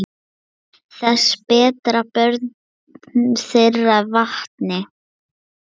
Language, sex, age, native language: Icelandic, female, 9, Lithuanian